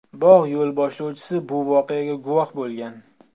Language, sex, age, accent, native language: Uzbek, male, 35+, Toshkent viloyati, Uzbek